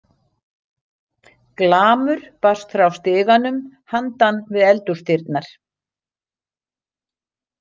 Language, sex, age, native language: Icelandic, female, 60-69, Icelandic